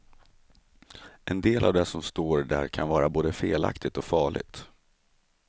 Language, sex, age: Swedish, male, 35